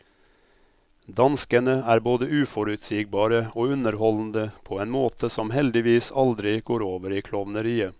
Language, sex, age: Norwegian, male, 57